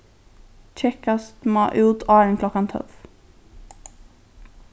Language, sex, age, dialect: Faroese, female, 15-35, Norðurstreymoy/Eysturoy